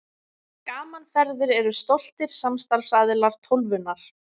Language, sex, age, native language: Icelandic, female, 20-29, Icelandic